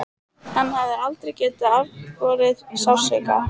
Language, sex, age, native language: Icelandic, female, 15, Icelandic